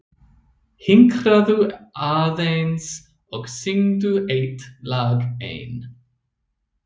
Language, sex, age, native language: Icelandic, male, 30-39, English